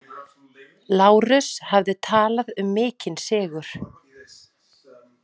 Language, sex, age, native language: Icelandic, female, 40-49, Icelandic